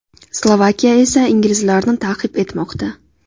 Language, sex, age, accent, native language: Uzbek, female, 18-24, Navoiy, Uzbek